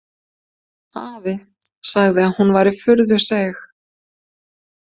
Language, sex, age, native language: Icelandic, female, 50-59, Icelandic